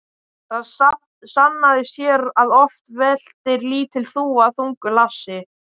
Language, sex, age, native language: Icelandic, male, 12, Icelandic